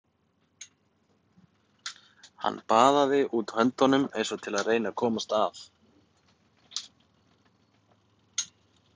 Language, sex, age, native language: Icelandic, male, 30-39, Icelandic